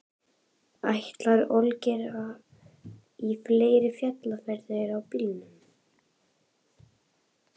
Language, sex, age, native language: Icelandic, female, 11, Icelandic